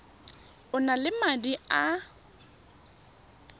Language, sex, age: Tswana, female, 25